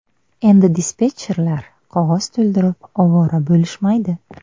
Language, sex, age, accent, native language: Uzbek, female, 19-29, Buxoro, Uzbek